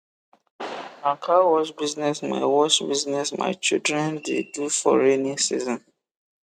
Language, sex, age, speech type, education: Nigerian Pidgin, male, 15-29, spontaneous, tertiary